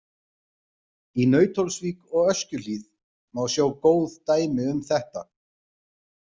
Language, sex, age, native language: Icelandic, male, 40-49, Icelandic